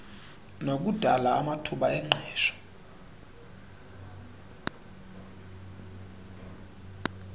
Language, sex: Xhosa, male